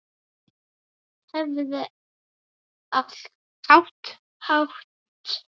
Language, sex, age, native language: Icelandic, female, 8, Icelandic